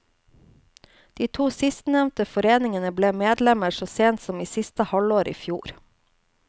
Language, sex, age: Norwegian, female, 29